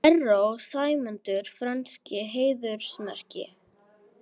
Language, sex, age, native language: Icelandic, female, 18-19, Icelandic